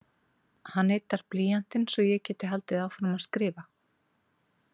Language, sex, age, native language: Icelandic, female, 40-49, Icelandic